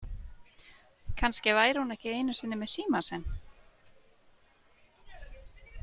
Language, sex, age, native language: Icelandic, female, 30-39, Icelandic